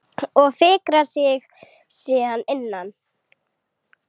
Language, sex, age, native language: Icelandic, female, 8, Icelandic